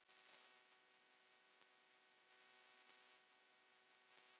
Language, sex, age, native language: Icelandic, female, 9, Icelandic